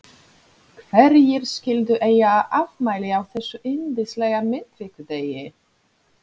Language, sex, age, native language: Icelandic, female, 30-39, Polish